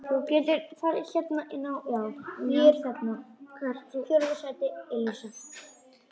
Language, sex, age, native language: Icelandic, female, 10, Icelandic